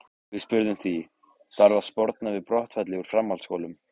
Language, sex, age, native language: Icelandic, male, 15, Icelandic